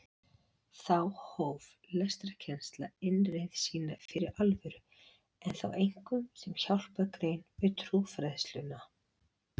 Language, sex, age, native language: Icelandic, female, 40-49, Icelandic